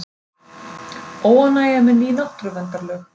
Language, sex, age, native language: Icelandic, female, 30-39, Icelandic